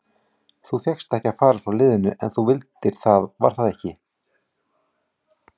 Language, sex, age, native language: Icelandic, male, 40-49, Icelandic